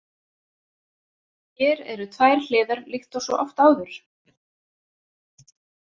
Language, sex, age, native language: Icelandic, female, 40-49, Icelandic